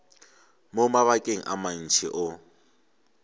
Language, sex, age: Northern Sotho, male, 23